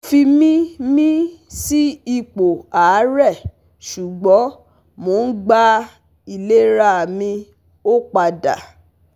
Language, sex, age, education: Yoruba, female, 15-29, tertiary